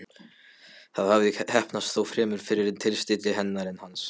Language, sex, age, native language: Icelandic, male, 12, Polish